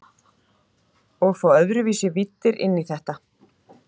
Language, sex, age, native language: Icelandic, female, 40-49, Icelandic